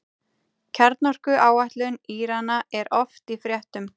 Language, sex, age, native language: Icelandic, female, 30-39, Icelandic